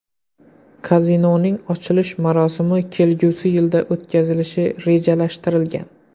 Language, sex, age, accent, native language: Uzbek, male, 25-34, Qoraqalpog'iston, Uzbek